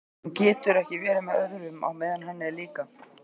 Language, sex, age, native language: Icelandic, male, 18-19, Icelandic